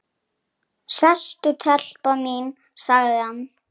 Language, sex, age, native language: Icelandic, male, 7, Icelandic